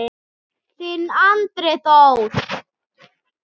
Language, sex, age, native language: Icelandic, male, 6, Icelandic